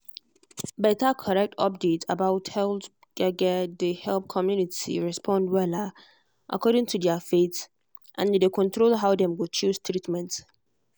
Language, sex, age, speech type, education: Nigerian Pidgin, female, 15-29, spontaneous, tertiary